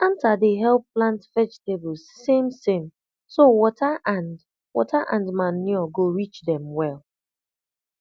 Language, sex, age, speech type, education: Nigerian Pidgin, female, 30-45, spontaneous, tertiary